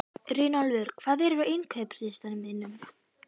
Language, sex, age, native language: Icelandic, female, 12, Icelandic